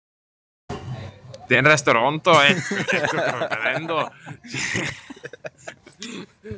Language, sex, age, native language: Icelandic, male, 18-19, Italian